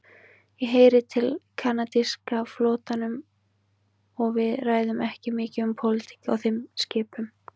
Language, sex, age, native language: Icelandic, female, 20-29, Icelandic